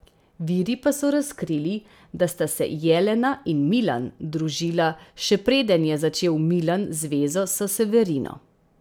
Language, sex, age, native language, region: Slovenian, female, 30-49, Slovenian, Central Slovenia